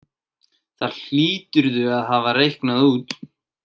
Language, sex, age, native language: Icelandic, male, 18-19, Icelandic